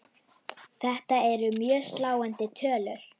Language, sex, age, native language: Icelandic, female, 9, Icelandic